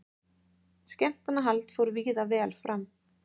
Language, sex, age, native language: Icelandic, female, 30-39, Icelandic